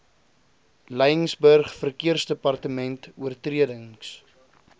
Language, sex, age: Afrikaans, male, 20